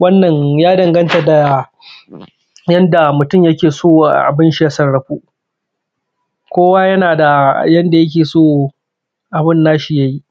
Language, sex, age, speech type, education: Hausa, male, 15-29, spontaneous, primary